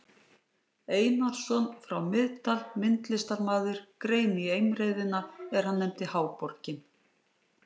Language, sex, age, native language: Icelandic, female, 60-69, Icelandic